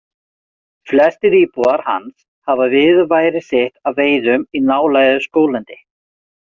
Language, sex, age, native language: Icelandic, male, 40-49, Icelandic